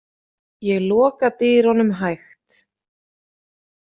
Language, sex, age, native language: Icelandic, female, 30-39, Icelandic